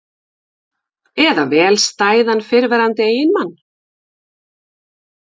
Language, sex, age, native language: Icelandic, female, 50-59, Icelandic